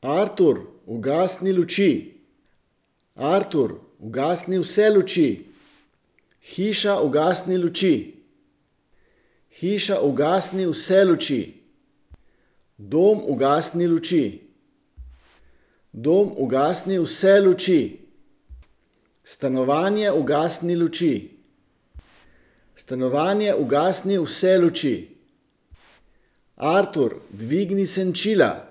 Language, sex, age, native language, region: Slovenian, male, 50-59, Slovenian, Central Slovenia